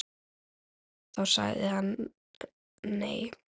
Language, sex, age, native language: Icelandic, female, 9, Icelandic